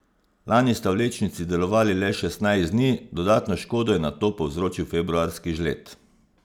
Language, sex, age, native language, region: Slovenian, male, 50-59, Slovenian, Savinja region